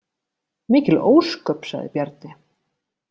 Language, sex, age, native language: Icelandic, female, 30-39, Icelandic